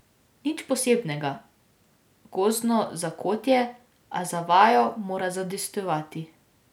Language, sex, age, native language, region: Slovenian, female, 18-29, Slovenian, Drava region